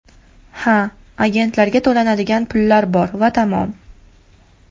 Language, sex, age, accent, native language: Uzbek, female, 19-29, Farg'ona, Uzbek